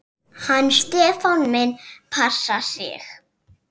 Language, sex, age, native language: Icelandic, female, 6, Icelandic